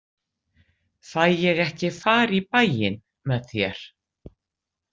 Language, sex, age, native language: Icelandic, female, 60-69, Icelandic